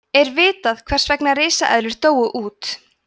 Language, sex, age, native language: Icelandic, female, 20-29, Icelandic